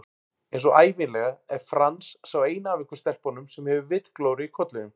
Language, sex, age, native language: Icelandic, male, 40-49, Icelandic